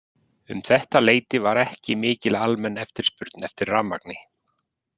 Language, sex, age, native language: Icelandic, male, 40-49, Icelandic